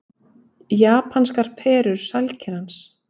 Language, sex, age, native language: Icelandic, female, 30-39, Icelandic